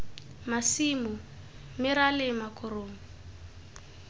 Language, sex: Tswana, female